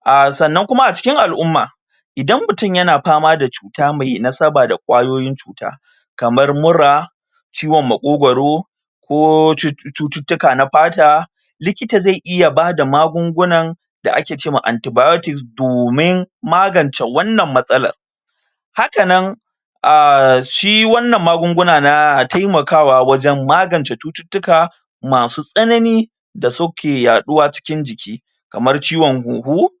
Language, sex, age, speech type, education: Hausa, male, 30-45, spontaneous, tertiary